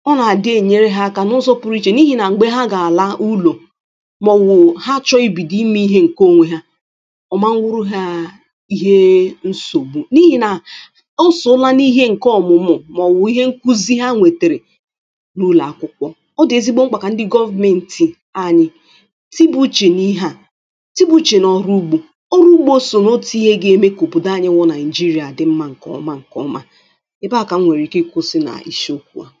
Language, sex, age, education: Igbo, female, 15-29, tertiary